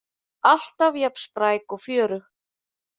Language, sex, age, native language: Icelandic, female, 30-39, Icelandic